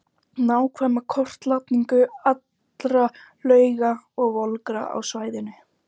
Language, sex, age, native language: Icelandic, female, 30-39, Icelandic